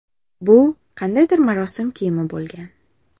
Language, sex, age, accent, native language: Uzbek, female, 18-24, Samarqand, Uzbek